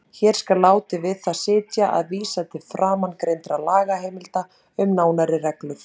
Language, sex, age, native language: Icelandic, female, 30-39, Icelandic